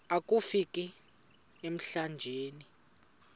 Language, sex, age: Xhosa, male, 35